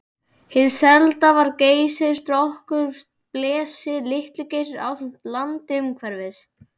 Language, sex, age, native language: Icelandic, male, 12, Icelandic